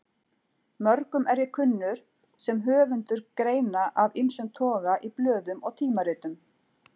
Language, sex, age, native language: Icelandic, female, 40-49, Icelandic